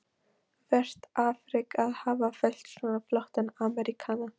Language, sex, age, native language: Icelandic, female, 13, Polish